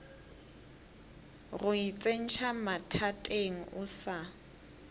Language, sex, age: Northern Sotho, female, 18